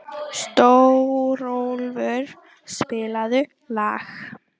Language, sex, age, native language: Icelandic, female, 18-19, Icelandic